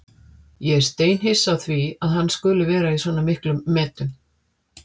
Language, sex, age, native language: Icelandic, female, 50-59, Icelandic